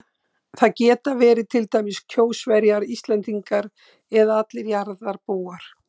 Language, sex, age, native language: Icelandic, female, 60-69, Icelandic